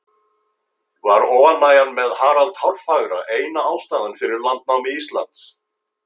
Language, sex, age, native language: Icelandic, male, 50-59, Icelandic